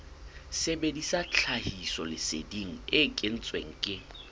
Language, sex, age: Southern Sotho, male, 21